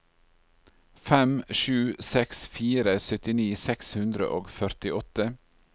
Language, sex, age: Norwegian, male, 40